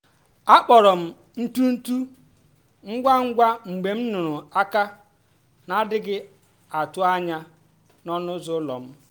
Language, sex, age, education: Igbo, female, 30-45, tertiary